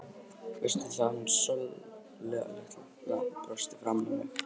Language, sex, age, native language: Icelandic, male, 18-19, Icelandic